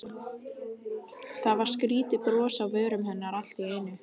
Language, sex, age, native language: Icelandic, female, 12, Icelandic